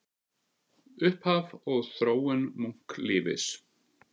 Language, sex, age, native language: Icelandic, male, 50-59, Icelandic